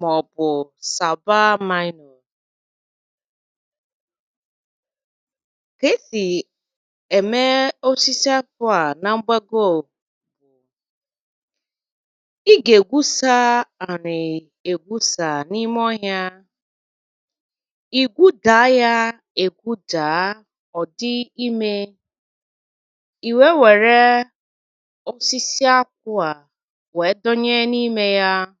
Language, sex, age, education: Igbo, female, 30-45, tertiary